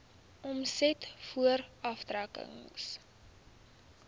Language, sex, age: Afrikaans, female, 23